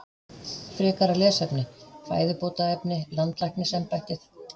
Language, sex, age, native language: Icelandic, female, 50-59, Icelandic